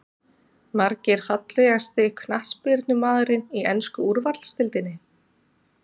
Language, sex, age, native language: Icelandic, female, 30-39, Icelandic